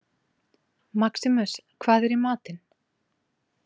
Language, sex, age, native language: Icelandic, female, 40-49, Icelandic